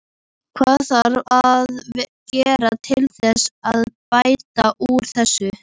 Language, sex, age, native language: Icelandic, female, 13, Icelandic